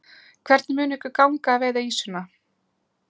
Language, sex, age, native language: Icelandic, female, 20-29, Icelandic